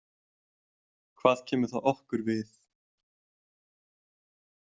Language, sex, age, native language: Icelandic, male, 20-29, Icelandic